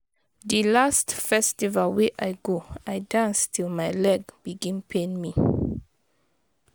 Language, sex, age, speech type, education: Nigerian Pidgin, female, 30-45, spontaneous, tertiary